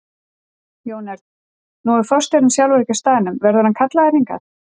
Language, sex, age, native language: Icelandic, female, 40-49, Icelandic